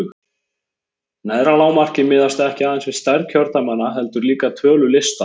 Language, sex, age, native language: Icelandic, male, 20-29, Icelandic